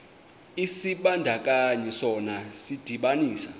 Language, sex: Xhosa, male